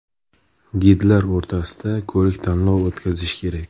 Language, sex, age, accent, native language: Uzbek, male, 25-34, Samarqand, Uzbek